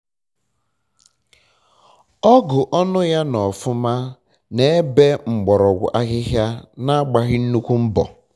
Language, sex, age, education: Igbo, male, 15-29, tertiary